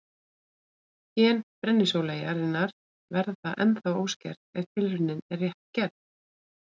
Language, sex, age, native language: Icelandic, female, 40-49, Icelandic